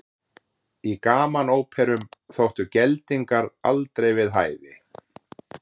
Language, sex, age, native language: Icelandic, male, 40-49, Icelandic